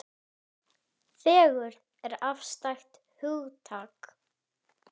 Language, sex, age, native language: Icelandic, female, 10, Icelandic